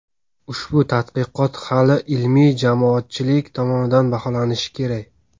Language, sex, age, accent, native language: Uzbek, male, 19-29, Sirdaryo, Uzbek